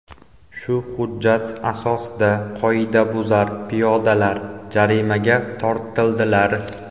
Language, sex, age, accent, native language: Uzbek, male, 18-24, Andijon, Uzbek